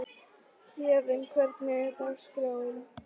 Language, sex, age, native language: Icelandic, female, 13, Icelandic